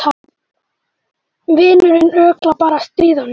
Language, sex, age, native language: Icelandic, male, 12, Icelandic